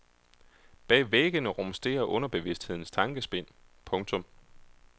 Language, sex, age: Danish, male, 31